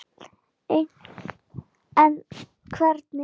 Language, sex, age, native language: Icelandic, female, 10, Icelandic